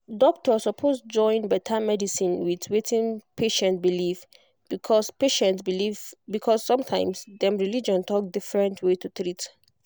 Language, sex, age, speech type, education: Nigerian Pidgin, female, 15-29, spontaneous, tertiary